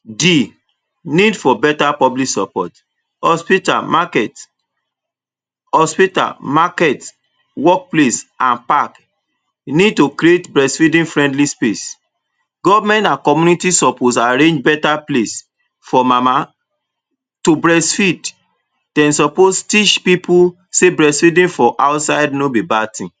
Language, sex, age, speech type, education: Nigerian Pidgin, male, 30-45, spontaneous, tertiary